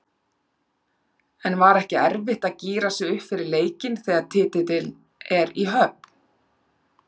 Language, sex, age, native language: Icelandic, female, 40-49, Icelandic